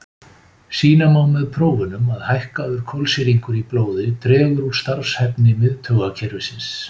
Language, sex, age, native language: Icelandic, male, 50-59, Icelandic